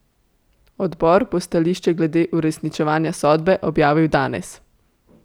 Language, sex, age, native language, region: Slovenian, female, 18-29, Slovenian, Central Slovenia